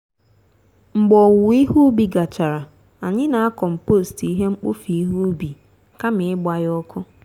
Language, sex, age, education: Igbo, female, 15-29, tertiary